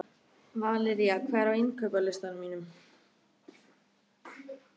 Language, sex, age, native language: Icelandic, female, 13, Icelandic